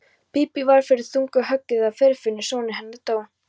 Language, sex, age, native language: Icelandic, female, 13, Polish